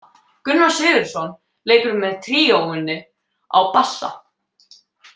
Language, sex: Icelandic, male